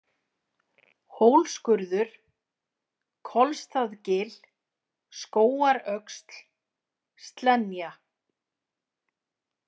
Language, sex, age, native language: Icelandic, female, 40-49, Icelandic